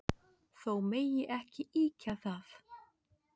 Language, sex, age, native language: Icelandic, female, 30-39, Icelandic